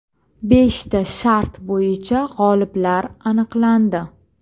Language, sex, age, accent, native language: Uzbek, female, 25-34, Toshkent viloyati, Uzbek